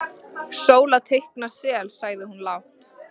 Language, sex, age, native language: Icelandic, female, 13, Icelandic